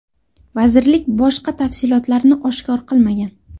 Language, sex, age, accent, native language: Uzbek, female, under 19, Andijon, Uzbek